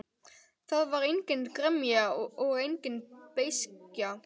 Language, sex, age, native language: Icelandic, male, 12, Icelandic